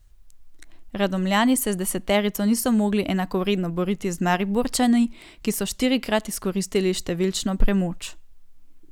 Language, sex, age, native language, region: Slovenian, female, 18-29, Slovenian, Gorenjska region